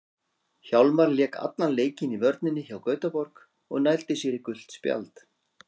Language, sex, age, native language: Icelandic, male, 40-49, Icelandic